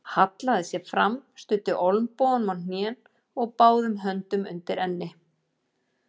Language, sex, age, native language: Icelandic, female, 40-49, Icelandic